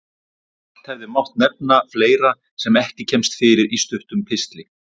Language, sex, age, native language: Icelandic, male, 40-49, Icelandic